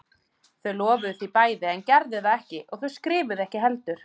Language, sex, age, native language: Icelandic, female, 30-39, Icelandic